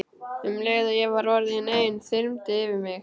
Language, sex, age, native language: Icelandic, male, 12, Icelandic